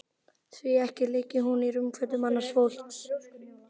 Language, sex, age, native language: Icelandic, male, 11, Icelandic